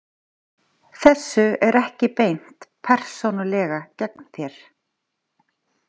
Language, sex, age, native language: Icelandic, female, 40-49, Icelandic